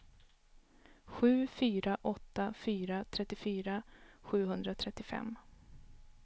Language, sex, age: Swedish, female, 32